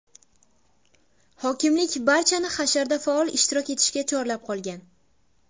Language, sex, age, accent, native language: Uzbek, female, under 19, Buxoro, Uzbek